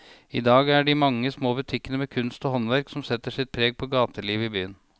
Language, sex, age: Norwegian, male, 37